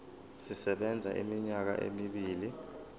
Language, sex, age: Zulu, male, 20